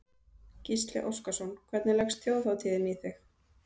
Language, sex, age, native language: Icelandic, female, 30-39, Icelandic